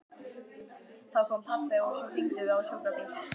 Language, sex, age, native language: Icelandic, female, 12, Icelandic